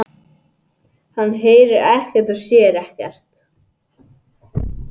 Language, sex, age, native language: Icelandic, male, 80-89, English